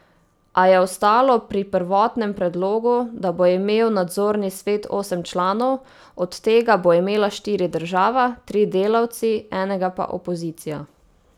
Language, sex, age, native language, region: Slovenian, female, 18-29, Slovenian, Savinja region